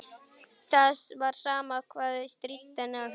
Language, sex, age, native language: Icelandic, female, 11, Icelandic